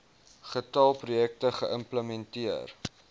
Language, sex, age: Afrikaans, male, 21